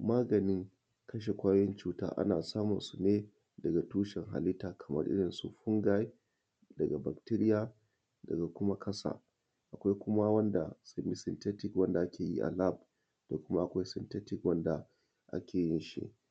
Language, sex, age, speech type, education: Hausa, male, 30-45, spontaneous, tertiary